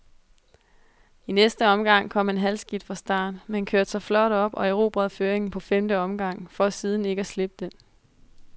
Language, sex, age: Danish, female, 22